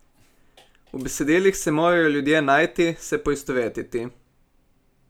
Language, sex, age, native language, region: Slovenian, male, 18-29, Slovenian, Primorsko-notranjska region